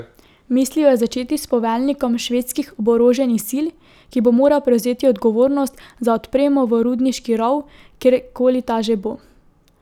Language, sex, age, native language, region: Slovenian, female, 18-29, Slovenian, Drava region